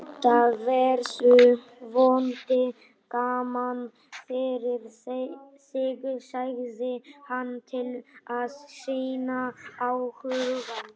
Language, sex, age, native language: Icelandic, male, 18-19, Icelandic